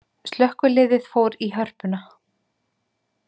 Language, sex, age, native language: Icelandic, female, 30-39, Icelandic